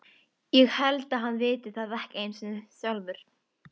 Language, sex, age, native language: Icelandic, female, 12, Icelandic